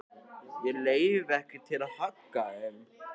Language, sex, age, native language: Icelandic, male, 14, Icelandic